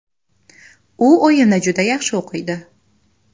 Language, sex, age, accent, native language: Uzbek, female, under 19, Andijon, Uzbek